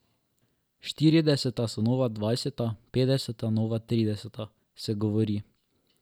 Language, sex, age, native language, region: Slovenian, male, 12-17, Slovenian, Drava region